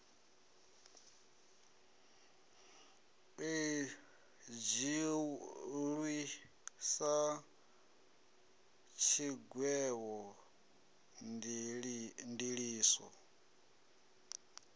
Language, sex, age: Venda, male, 33